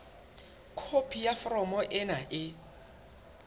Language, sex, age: Southern Sotho, male, 21